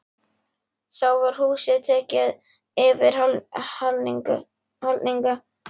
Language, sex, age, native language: Icelandic, female, 11, Icelandic